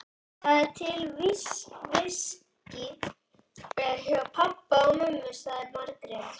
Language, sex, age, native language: Icelandic, male, 11, Icelandic